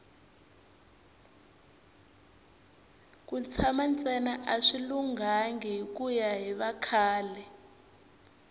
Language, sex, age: Tsonga, female, 24